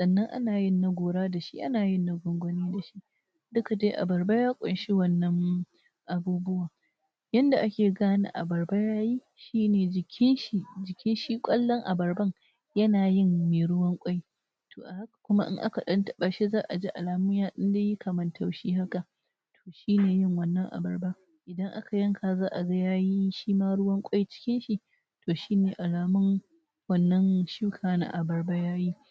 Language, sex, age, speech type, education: Hausa, female, 46-60, spontaneous, tertiary